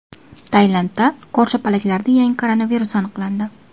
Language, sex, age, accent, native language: Uzbek, female, 19-29, Farg'ona, Uzbek